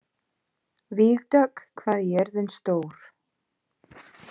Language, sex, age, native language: Icelandic, female, 30-39, Icelandic